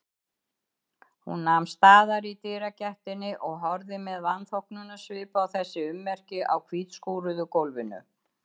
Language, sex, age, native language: Icelandic, female, 70-79, Icelandic